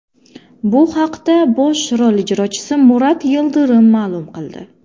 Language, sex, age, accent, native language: Uzbek, female, 19-29, Jizzax, Uzbek